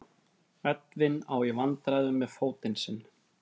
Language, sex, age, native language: Icelandic, male, 30-39, Icelandic